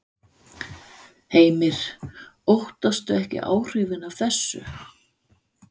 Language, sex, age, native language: Icelandic, female, 50-59, Danish